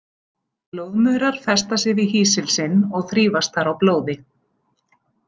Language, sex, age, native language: Icelandic, female, 40-49, Icelandic